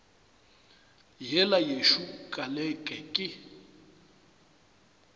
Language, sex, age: Northern Sotho, male, 35